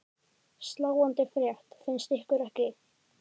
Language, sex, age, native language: Icelandic, male, 10, Icelandic